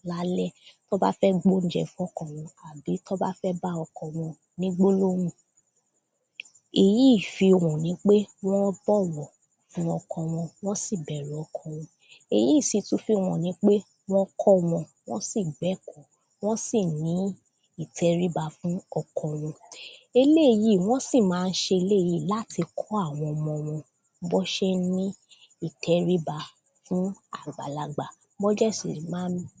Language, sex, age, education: Yoruba, female, 15-29, primary